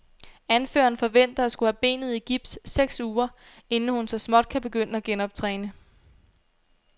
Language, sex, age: Danish, female, 22